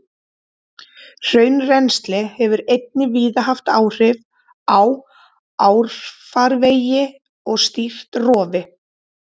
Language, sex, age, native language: Icelandic, female, 30-39, Icelandic